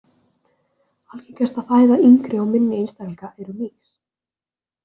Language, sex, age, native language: Icelandic, female, 20-29, Icelandic